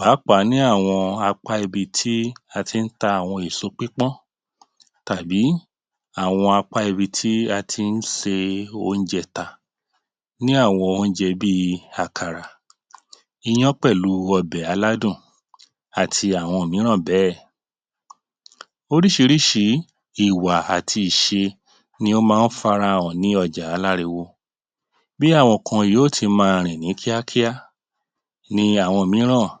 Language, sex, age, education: Yoruba, male, 30-45, tertiary